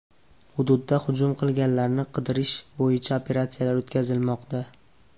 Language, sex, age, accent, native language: Uzbek, male, 18-24, Farg'ona, Uzbek